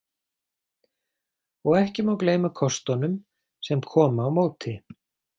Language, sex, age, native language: Icelandic, male, 40-49, Icelandic